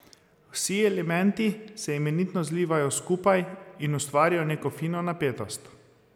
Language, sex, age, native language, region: Slovenian, male, 30-49, Slovenian, Zasavska region